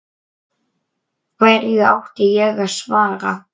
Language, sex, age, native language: Icelandic, male, 9, Icelandic